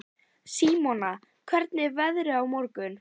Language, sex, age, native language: Icelandic, female, 11, Icelandic